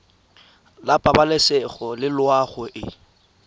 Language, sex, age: Tswana, male, 23